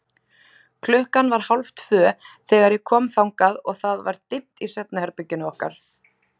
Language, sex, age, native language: Icelandic, female, 20-29, Icelandic